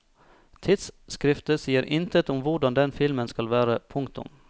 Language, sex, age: Norwegian, male, 34